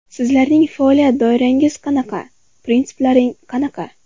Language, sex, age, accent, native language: Uzbek, female, 18-24, Farg'ona, Uzbek